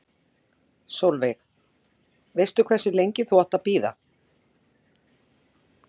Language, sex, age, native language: Icelandic, female, 40-49, Icelandic